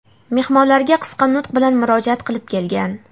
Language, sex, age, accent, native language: Uzbek, female, 18-24, Namangan, Uzbek